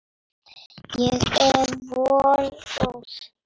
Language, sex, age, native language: Icelandic, female, 9, Icelandic